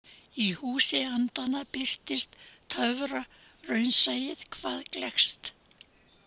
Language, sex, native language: Icelandic, female, Icelandic